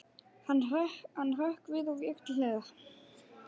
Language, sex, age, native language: Icelandic, male, 11, Icelandic